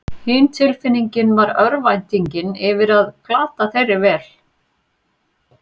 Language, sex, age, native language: Icelandic, female, 40-49, Icelandic